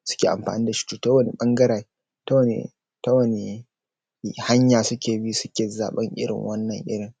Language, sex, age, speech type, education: Hausa, male, 15-29, spontaneous, secondary